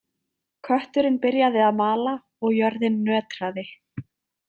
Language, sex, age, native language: Icelandic, female, 20-29, Icelandic